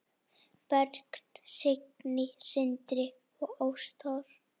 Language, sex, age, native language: Icelandic, female, 9, Icelandic